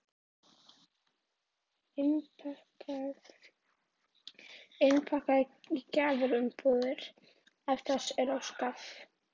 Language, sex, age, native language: Icelandic, female, 11, Icelandic